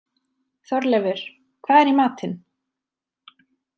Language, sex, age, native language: Icelandic, female, 30-39, Icelandic